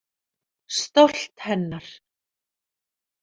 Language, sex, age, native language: Icelandic, female, 40-49, Icelandic